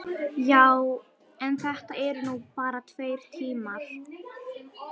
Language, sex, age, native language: Icelandic, female, 11, Icelandic